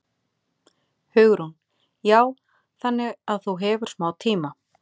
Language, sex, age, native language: Icelandic, female, 40-49, Icelandic